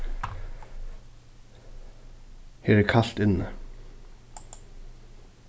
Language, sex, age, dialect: Faroese, male, 15-35, Suðurstreymoy